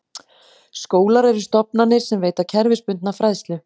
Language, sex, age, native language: Icelandic, female, 40-49, Icelandic